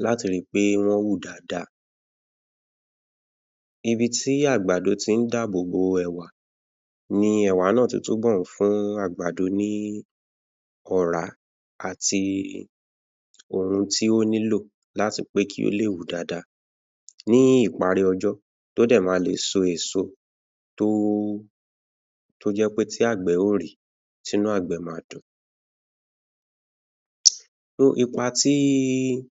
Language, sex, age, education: Yoruba, male, 15-29, tertiary